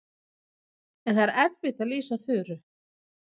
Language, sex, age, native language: Icelandic, female, 50-59, Swedish